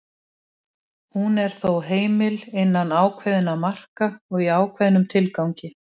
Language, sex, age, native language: Icelandic, female, 60-69, Icelandic